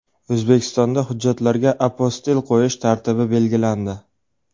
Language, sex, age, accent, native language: Uzbek, male, 18-24, Farg'ona, Uzbek